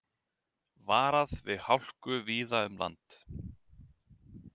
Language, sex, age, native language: Icelandic, male, 30-39, Icelandic